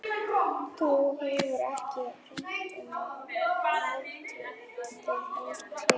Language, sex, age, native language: Icelandic, female, 11, German